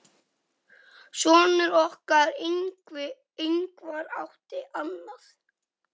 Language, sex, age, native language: Icelandic, male, 10, Icelandic